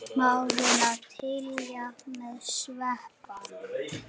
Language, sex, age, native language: Icelandic, male, 8, Icelandic